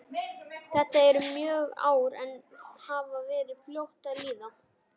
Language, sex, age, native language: Icelandic, male, 11, Icelandic